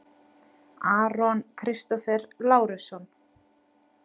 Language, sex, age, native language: Icelandic, female, 30-39, Icelandic